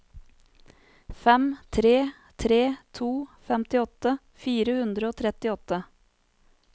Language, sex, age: Norwegian, female, 30